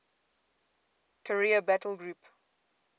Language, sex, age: English, female, 22